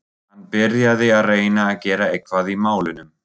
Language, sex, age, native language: Icelandic, male, 40-49, German